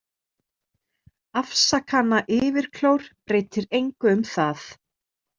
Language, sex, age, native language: Icelandic, female, 30-39, Icelandic